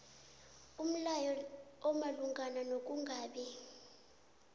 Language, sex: South Ndebele, female